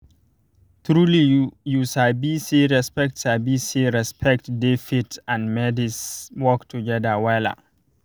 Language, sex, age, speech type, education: Nigerian Pidgin, male, 30-45, spontaneous, tertiary